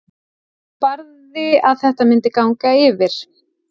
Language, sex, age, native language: Icelandic, female, 40-49, Icelandic